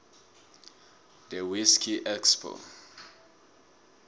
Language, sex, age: South Ndebele, male, 24